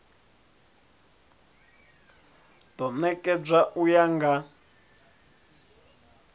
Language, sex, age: Venda, male, 30